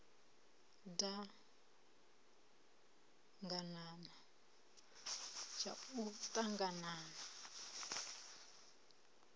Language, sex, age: Venda, female, 30